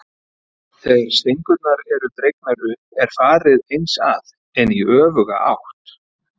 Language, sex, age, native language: Icelandic, male, 40-49, Icelandic